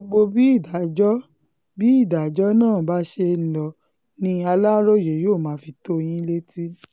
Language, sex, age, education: Yoruba, female, 15-29, tertiary